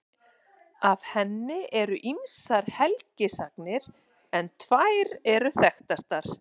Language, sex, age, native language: Icelandic, female, 40-49, Icelandic